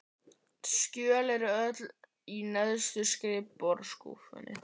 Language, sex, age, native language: Icelandic, male, 11, Icelandic